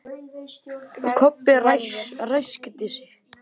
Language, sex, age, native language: Icelandic, male, 10, Icelandic